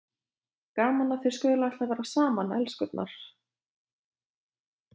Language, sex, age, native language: Icelandic, female, 20-29, Lithuanian